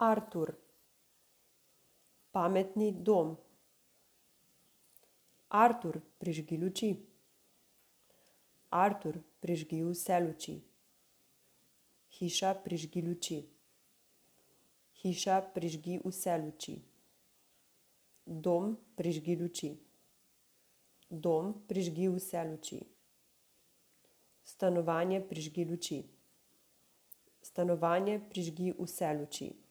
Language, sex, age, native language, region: Slovenian, female, 30-49, Slovenian, Savinja region